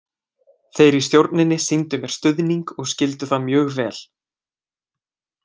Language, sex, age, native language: Icelandic, male, 20-29, Icelandic